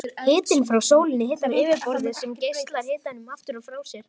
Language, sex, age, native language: Icelandic, female, 18-19, Icelandic